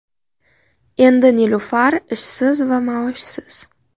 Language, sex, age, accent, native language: Uzbek, female, under 19, Qashqadaryo, Uzbek